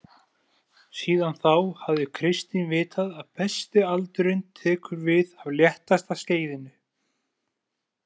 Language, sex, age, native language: Icelandic, male, 20-29, Icelandic